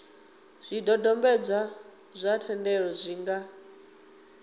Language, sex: Venda, female